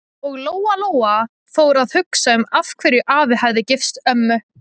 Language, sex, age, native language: Icelandic, female, 20-29, Icelandic